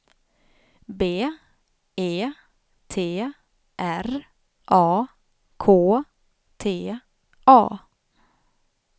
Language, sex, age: Swedish, female, 32